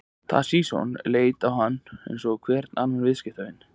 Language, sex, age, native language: Icelandic, male, 20-29, Icelandic